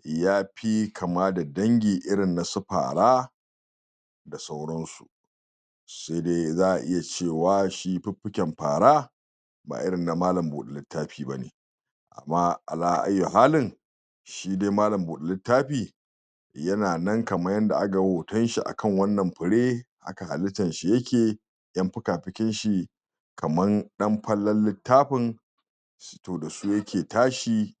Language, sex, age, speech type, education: Hausa, male, 46-60, spontaneous, tertiary